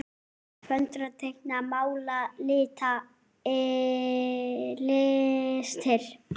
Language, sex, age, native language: Icelandic, female, 8, Icelandic